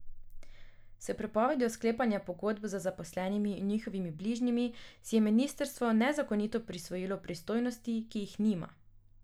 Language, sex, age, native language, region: Slovenian, female, 18-29, Slovenian, Drava region